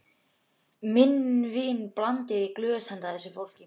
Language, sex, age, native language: Icelandic, male, 12, Icelandic